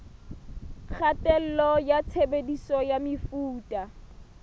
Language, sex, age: Southern Sotho, female, 21